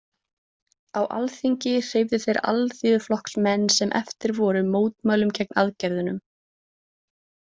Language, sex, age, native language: Icelandic, female, 20-29, Icelandic